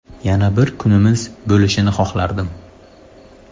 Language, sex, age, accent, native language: Uzbek, male, 18-24, Surxondaryo, Uzbek